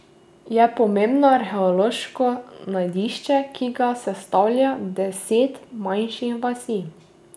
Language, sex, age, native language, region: Slovenian, female, 18-29, Slovenian, Drava region